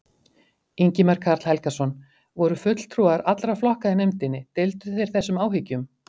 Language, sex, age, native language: Icelandic, female, 50-59, Icelandic